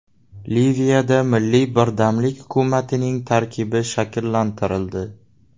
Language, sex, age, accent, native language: Uzbek, male, 18-24, Navoiy, Uzbek